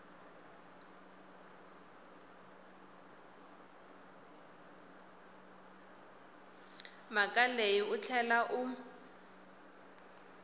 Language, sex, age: Tsonga, female, 18